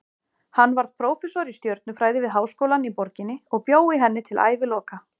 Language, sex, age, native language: Icelandic, female, 40-49, Icelandic